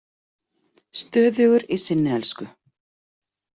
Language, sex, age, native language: Icelandic, female, 40-49, Icelandic